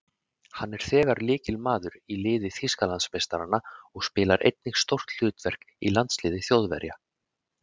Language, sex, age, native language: Icelandic, male, 30-39, Icelandic